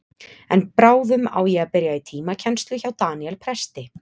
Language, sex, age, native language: Icelandic, female, 20-29, Icelandic